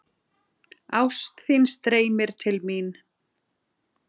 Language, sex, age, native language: Icelandic, female, 40-49, Icelandic